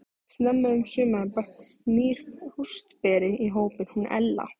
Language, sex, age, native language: Icelandic, female, 15, Icelandic